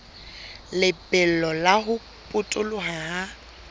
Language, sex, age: Southern Sotho, female, 22